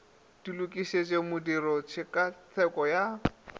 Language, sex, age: Northern Sotho, male, 27